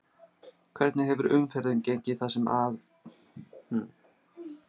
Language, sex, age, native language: Icelandic, male, 30-39, Icelandic